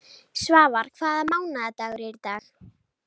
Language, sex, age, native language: Icelandic, female, 30-39, Icelandic